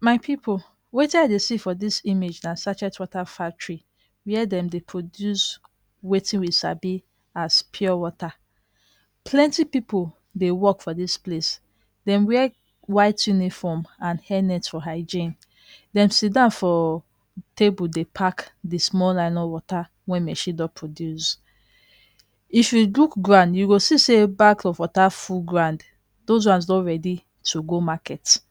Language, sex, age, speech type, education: Nigerian Pidgin, female, 30-45, spontaneous, tertiary